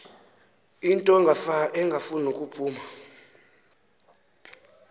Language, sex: Xhosa, male